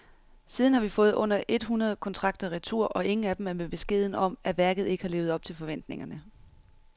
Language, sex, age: Danish, female, 31